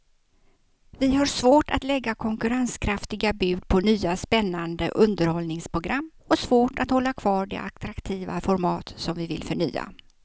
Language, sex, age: Swedish, female, 56